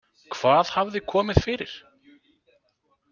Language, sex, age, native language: Icelandic, male, 20-29, Icelandic